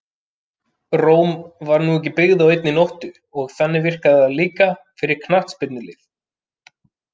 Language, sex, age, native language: Icelandic, male, 30-39, Icelandic